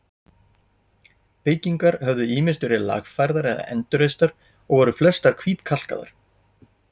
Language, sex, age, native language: Icelandic, male, 40-49, Icelandic